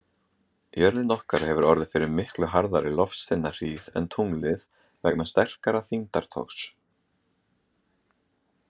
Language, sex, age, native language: Icelandic, male, 20-29, Icelandic